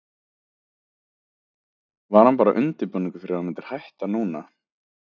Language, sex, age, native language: Icelandic, male, 20-29, Icelandic